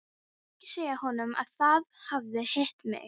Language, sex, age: Icelandic, female, 13